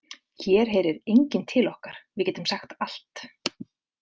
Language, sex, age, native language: Icelandic, female, 50-59, Icelandic